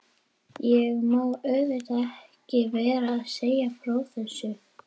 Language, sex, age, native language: Icelandic, female, 11, Icelandic